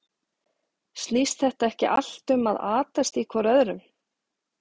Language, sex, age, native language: Icelandic, female, 40-49, Icelandic